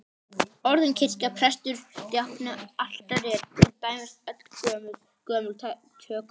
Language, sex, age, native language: Icelandic, male, 18-19, Icelandic